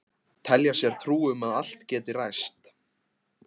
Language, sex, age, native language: Icelandic, male, 15, Icelandic